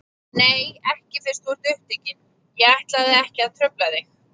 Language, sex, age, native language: Icelandic, female, 20-29, Icelandic